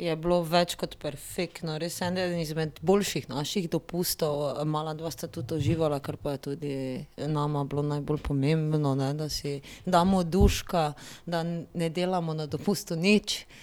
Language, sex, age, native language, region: Slovenian, female, 30-49, Slovenian, Drava region